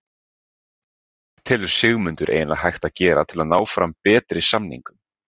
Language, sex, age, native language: Icelandic, male, 20-29, Icelandic